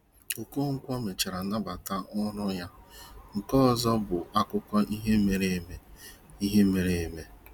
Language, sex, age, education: Igbo, male, 30-45, tertiary